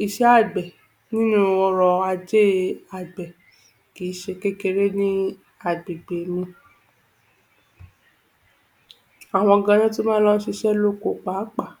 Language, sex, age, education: Yoruba, female, 15-29, tertiary